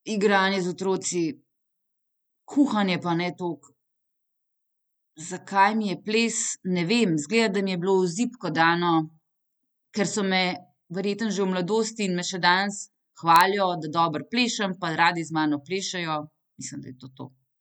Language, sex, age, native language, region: Slovenian, female, 30-49, Slovenian, Central Slovenia